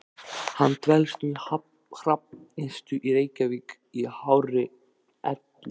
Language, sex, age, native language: Icelandic, male, 13, Icelandic